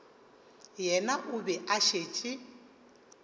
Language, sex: Northern Sotho, male